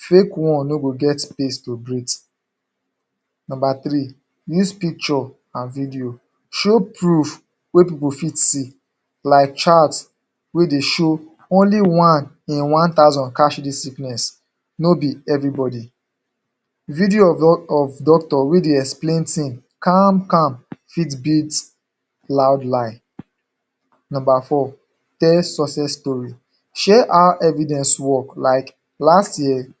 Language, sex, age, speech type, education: Nigerian Pidgin, male, 15-29, spontaneous, secondary